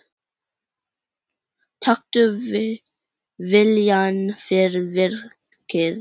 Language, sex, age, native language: Icelandic, female, 10, Icelandic